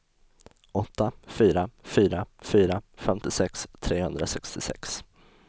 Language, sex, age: Swedish, male, 20